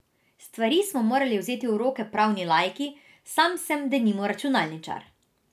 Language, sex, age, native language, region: Slovenian, female, 18-29, Slovenian, Drava region